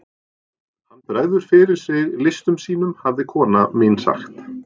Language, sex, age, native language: Icelandic, male, 40-49, Norwegian